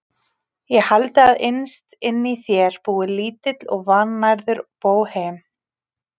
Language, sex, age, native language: Icelandic, female, 30-39, Icelandic